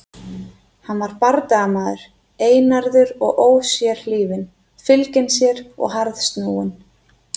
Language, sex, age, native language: Icelandic, female, 30-39, Icelandic